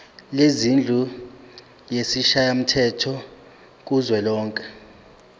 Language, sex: Zulu, male